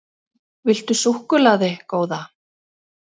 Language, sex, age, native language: Icelandic, female, 30-39, Icelandic